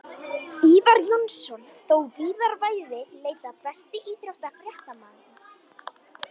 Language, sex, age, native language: Icelandic, female, 13, Icelandic